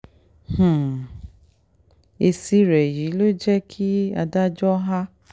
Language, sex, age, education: Yoruba, female, 30-45, tertiary